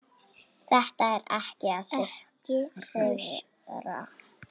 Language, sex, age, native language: Icelandic, female, 6, Icelandic